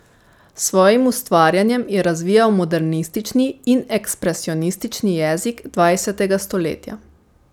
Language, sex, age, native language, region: Slovenian, female, 18-29, Slovenian, Savinja region